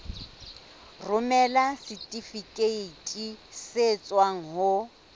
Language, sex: Southern Sotho, female